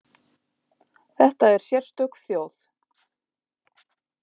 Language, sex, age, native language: Icelandic, female, 50-59, Icelandic